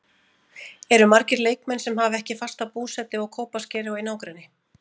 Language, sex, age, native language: Icelandic, female, 40-49, Icelandic